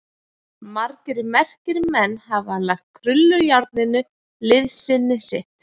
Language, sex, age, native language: Icelandic, female, 40-49, Icelandic